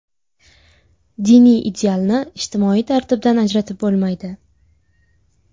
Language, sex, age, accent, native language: Uzbek, female, 18-24, Buxoro, Uzbek